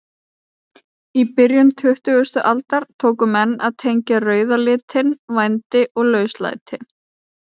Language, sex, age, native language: Icelandic, female, 30-39, Icelandic